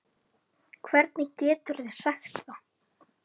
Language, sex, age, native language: Icelandic, female, 10, Icelandic